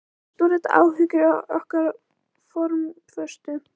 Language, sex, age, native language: Icelandic, female, 14, Icelandic